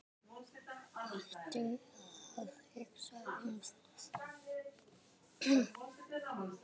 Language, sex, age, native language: Icelandic, female, 10, Icelandic